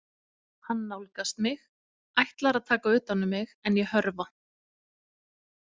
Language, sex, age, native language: Icelandic, female, 30-39, Icelandic